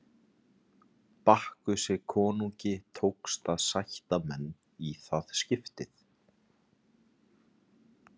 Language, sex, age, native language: Icelandic, male, 30-39, Icelandic